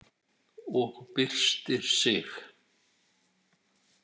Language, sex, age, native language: Icelandic, male, 60-69, Icelandic